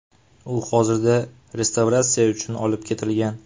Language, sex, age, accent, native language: Uzbek, male, 18-24, Farg'ona, Uzbek